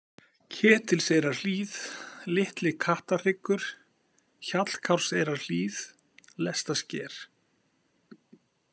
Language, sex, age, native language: Icelandic, male, 50-59, Icelandic